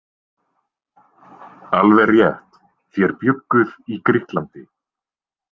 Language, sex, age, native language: Icelandic, male, 20-29, Icelandic